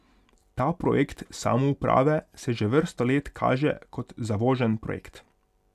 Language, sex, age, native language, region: Slovenian, male, 18-29, Hungarian, Pomurje region